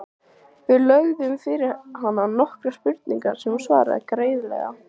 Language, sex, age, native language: Icelandic, female, 14, Icelandic